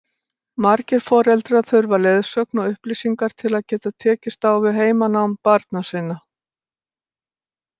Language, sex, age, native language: Icelandic, female, 60-69, Icelandic